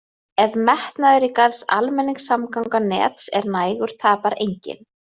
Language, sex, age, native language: Icelandic, female, 30-39, Icelandic